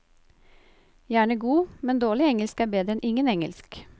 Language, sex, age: Norwegian, female, 28